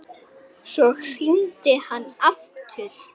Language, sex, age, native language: Icelandic, male, 9, Icelandic